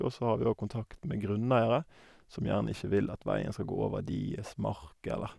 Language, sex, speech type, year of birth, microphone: Norwegian, male, spontaneous, 1988, Sennheiser